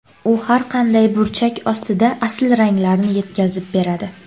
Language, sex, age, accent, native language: Uzbek, female, under 19, Andijon, Uzbek